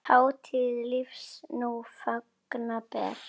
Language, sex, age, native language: Icelandic, female, 9, Icelandic